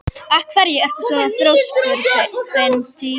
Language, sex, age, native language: Icelandic, female, 11, Icelandic